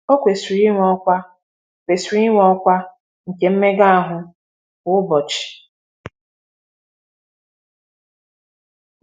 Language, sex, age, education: Igbo, female, 15-29, tertiary